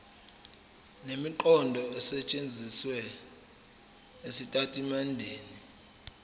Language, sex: Zulu, male